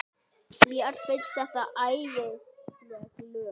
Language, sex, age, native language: Icelandic, male, 9, Icelandic